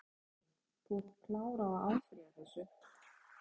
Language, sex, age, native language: Icelandic, female, 50-59, Icelandic